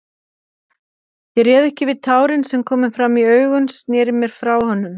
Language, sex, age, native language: Icelandic, female, 50-59, Icelandic